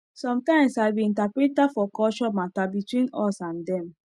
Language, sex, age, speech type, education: Nigerian Pidgin, female, 15-29, spontaneous, tertiary